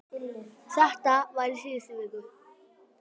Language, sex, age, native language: Icelandic, male, 10, Icelandic